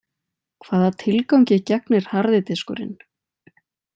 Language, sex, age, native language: Icelandic, female, 20-29, Icelandic